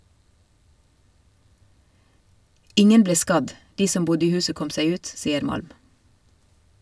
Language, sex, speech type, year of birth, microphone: Norwegian, female, read, 1970, Shure